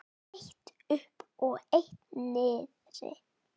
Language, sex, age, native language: Icelandic, female, 8, Icelandic